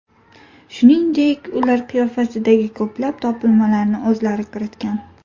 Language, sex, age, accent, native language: Uzbek, female, 18-24, Toshkent viloyati, Uzbek